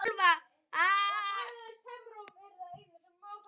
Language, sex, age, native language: Icelandic, male, 9, Icelandic